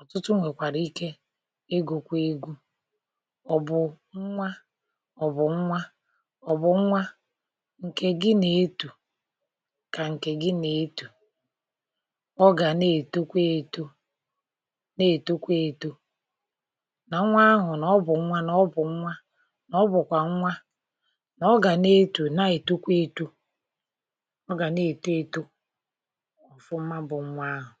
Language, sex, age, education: Igbo, male, 60+, tertiary